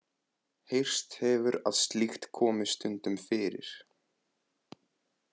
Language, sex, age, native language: Icelandic, male, 20-29, Icelandic